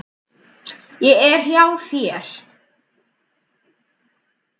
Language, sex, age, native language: Icelandic, male, 10, Icelandic